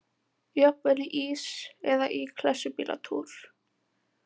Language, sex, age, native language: Icelandic, female, 18-19, Icelandic